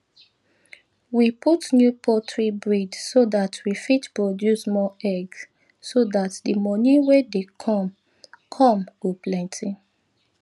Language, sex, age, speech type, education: Nigerian Pidgin, female, 30-45, spontaneous, tertiary